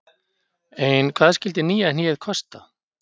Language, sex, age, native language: Icelandic, male, 50-59, Icelandic